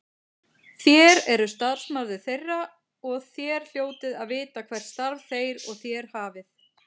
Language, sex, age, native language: Icelandic, female, 40-49, Icelandic